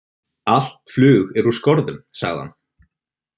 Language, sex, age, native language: Icelandic, male, 20-29, Icelandic